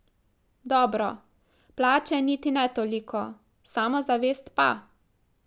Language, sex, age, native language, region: Slovenian, female, 18-29, Slovenian, Drava region